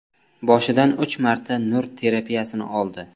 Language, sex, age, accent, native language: Uzbek, male, 25-34, Samarqand, Uzbek